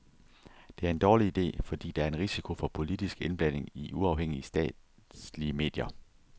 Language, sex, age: Danish, male, 30